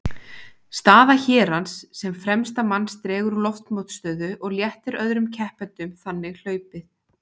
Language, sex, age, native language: Icelandic, female, 20-29, Icelandic